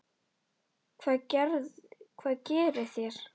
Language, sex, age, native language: Icelandic, female, 10, Icelandic